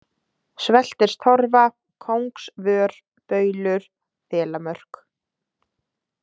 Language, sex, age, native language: Icelandic, female, 20-29, Icelandic